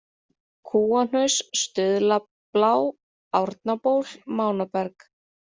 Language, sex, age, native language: Icelandic, female, 30-39, Icelandic